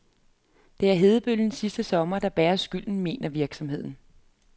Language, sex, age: Danish, female, 33